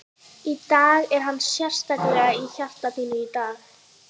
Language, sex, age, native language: Icelandic, female, 11, Icelandic